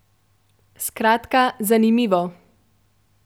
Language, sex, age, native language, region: Slovenian, female, 12-17, Slovenian, Central Slovenia